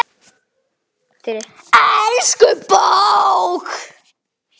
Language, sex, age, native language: Icelandic, male, 8, Icelandic